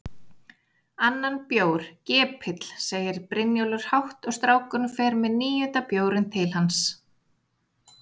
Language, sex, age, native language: Icelandic, female, 40-49, Icelandic